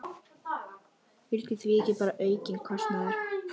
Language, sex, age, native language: Icelandic, female, 11, Icelandic